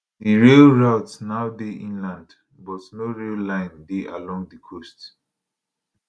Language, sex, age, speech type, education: Nigerian Pidgin, male, 15-29, spontaneous, tertiary